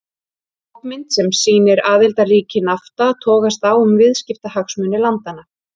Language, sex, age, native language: Icelandic, female, 30-39, Icelandic